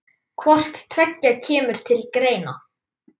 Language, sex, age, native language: Icelandic, male, 10, Icelandic